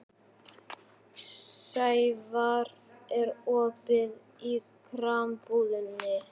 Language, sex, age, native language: Icelandic, male, 12, Icelandic